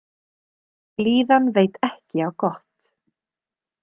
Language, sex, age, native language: Icelandic, female, 30-39, Icelandic